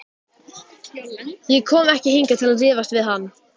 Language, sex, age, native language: Icelandic, female, 12, Icelandic